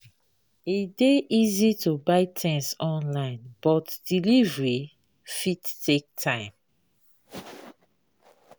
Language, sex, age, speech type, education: Nigerian Pidgin, female, 30-45, spontaneous, tertiary